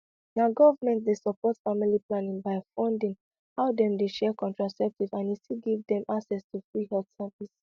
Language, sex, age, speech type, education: Nigerian Pidgin, female, 15-29, spontaneous, tertiary